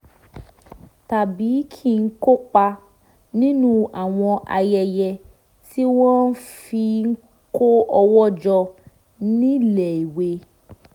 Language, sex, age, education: Yoruba, female, 15-29, tertiary